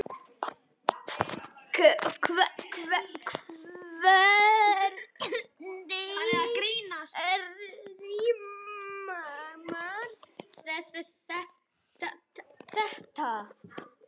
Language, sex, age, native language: Icelandic, male, 10, Icelandic